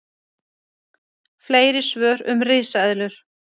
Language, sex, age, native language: Icelandic, female, 30-39, Icelandic